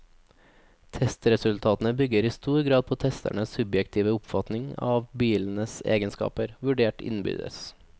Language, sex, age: Norwegian, male, 24